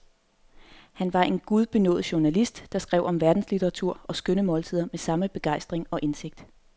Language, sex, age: Danish, female, 30